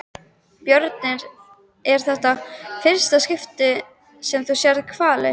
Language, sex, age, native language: Icelandic, female, 13, Icelandic